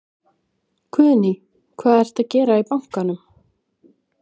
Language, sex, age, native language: Icelandic, female, 20-29, Icelandic